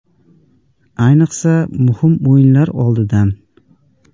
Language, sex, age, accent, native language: Uzbek, male, 18-24, Andijon, Uzbek